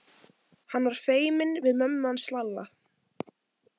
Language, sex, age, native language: Icelandic, female, 18-19, Icelandic